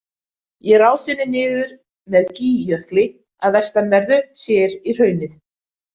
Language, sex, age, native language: Icelandic, female, 20-29, Icelandic